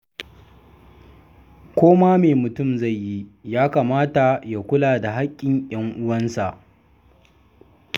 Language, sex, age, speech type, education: Hausa, male, 30-45, read, secondary